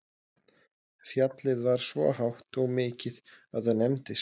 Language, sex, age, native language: Icelandic, male, 30-39, Icelandic